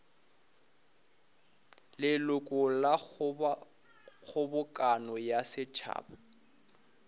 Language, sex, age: Northern Sotho, male, 24